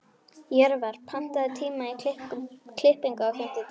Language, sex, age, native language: Icelandic, female, 12, Icelandic